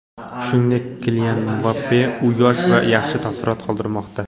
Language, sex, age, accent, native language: Uzbek, male, 18-24, Jizzax, Uzbek